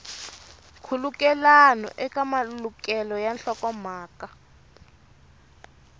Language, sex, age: Tsonga, female, 24